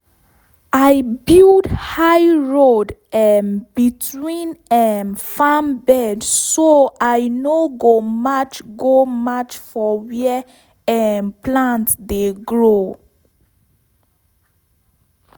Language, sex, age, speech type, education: Nigerian Pidgin, female, 15-29, spontaneous, tertiary